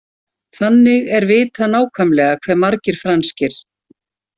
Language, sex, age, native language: Icelandic, female, 60-69, Icelandic